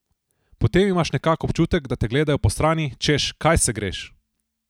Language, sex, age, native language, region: Slovenian, male, 18-29, Slovenian, Southeast Slovenia